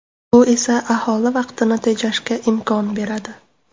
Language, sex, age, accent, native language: Uzbek, female, 18-24, Namangan, Uzbek